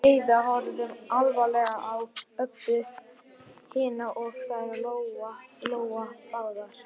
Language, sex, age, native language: Icelandic, male, 11, Icelandic